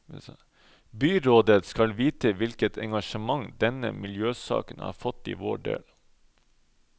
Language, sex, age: Norwegian, male, 31